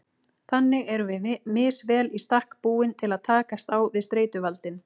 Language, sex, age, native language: Icelandic, female, 18-19, Icelandic